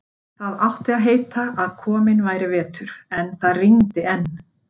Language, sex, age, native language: Icelandic, female, 50-59, Icelandic